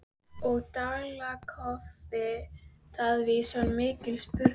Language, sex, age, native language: Icelandic, female, 13, Icelandic